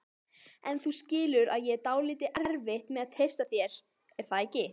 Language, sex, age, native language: Icelandic, female, 18-19, Icelandic